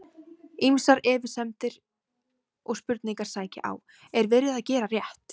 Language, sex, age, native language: Icelandic, female, 17, Icelandic